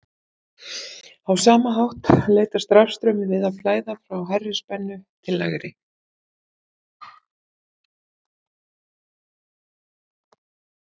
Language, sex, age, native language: Icelandic, female, 50-59, Icelandic